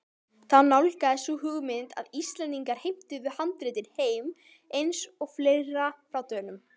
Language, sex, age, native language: Icelandic, female, 18-19, Icelandic